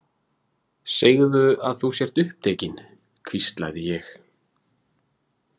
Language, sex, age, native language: Icelandic, male, 40-49, Icelandic